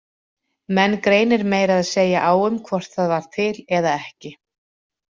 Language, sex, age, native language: Icelandic, female, 40-49, Icelandic